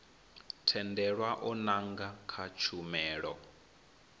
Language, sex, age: Venda, male, 21